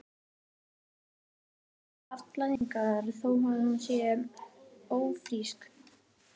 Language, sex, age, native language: Icelandic, female, 18-19, Icelandic